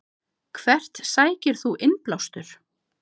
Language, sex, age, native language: Icelandic, other, 50-59, Icelandic